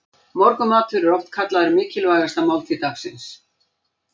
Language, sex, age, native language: Icelandic, female, 60-69, Icelandic